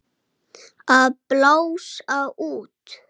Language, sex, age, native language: Icelandic, male, 8, Icelandic